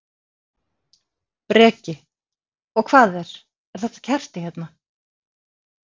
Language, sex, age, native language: Icelandic, female, 50-59, Icelandic